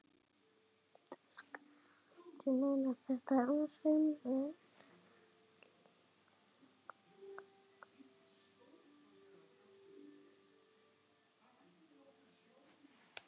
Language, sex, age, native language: Icelandic, male, 7, Icelandic